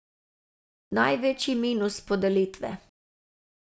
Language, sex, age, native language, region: Slovenian, female, 60+, Slovenian, Savinja region